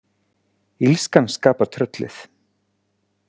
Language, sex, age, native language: Icelandic, male, 40-49, Icelandic